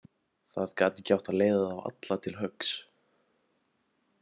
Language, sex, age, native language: Icelandic, male, 18-19, Icelandic